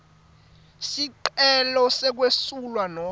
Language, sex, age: Swati, male, 18